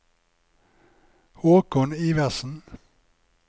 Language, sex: Norwegian, male